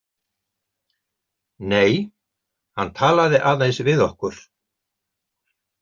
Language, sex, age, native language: Icelandic, male, 70-79, Icelandic